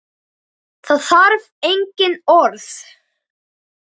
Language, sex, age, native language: Icelandic, male, 9, Icelandic